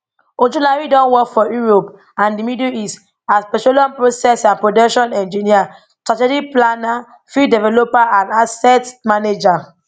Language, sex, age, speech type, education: Nigerian Pidgin, female, 30-45, spontaneous, tertiary